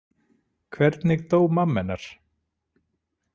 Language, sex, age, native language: Icelandic, male, 40-49, Icelandic